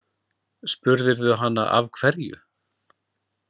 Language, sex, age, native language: Icelandic, male, 40-49, Icelandic